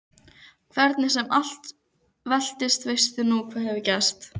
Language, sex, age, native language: Icelandic, female, 15, Icelandic